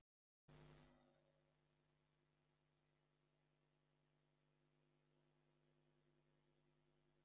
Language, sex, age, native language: Icelandic, male, 50-59, Icelandic